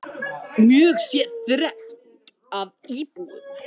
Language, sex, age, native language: Icelandic, other, 18-19, Icelandic